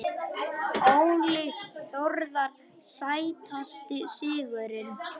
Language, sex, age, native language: Icelandic, male, 21, Icelandic